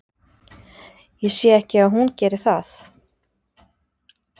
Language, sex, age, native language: Icelandic, female, 30-39, Icelandic